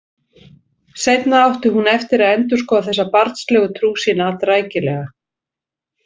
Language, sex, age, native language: Icelandic, female, 60-69, Icelandic